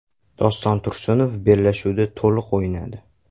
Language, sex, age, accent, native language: Uzbek, male, 12-17, Toshkent shahri, Uzbek